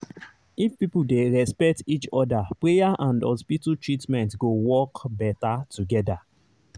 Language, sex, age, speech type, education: Nigerian Pidgin, male, 30-45, spontaneous, tertiary